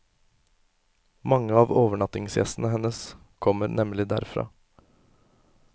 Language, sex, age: Norwegian, male, 24